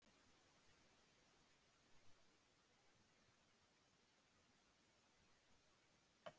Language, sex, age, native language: Icelandic, female, 70-79, Icelandic